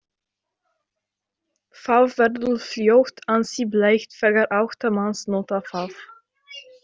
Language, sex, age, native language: Icelandic, female, 18-19, Icelandic